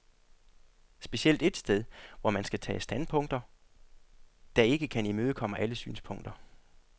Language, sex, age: Danish, male, 40